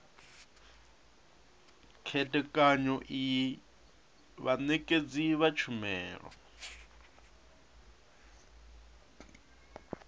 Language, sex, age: Venda, male, 37